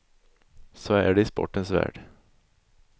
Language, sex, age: Swedish, male, 20